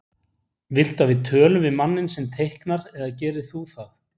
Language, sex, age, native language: Icelandic, male, 40-49, Icelandic